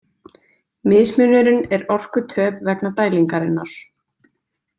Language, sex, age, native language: Icelandic, female, 20-29, Icelandic